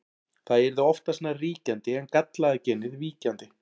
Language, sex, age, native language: Icelandic, male, 40-49, Icelandic